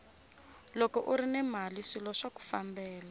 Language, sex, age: Tsonga, female, 25